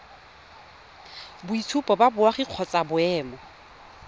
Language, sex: Tswana, female